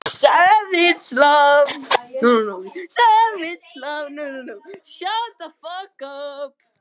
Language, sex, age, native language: Icelandic, other, 11, Icelandic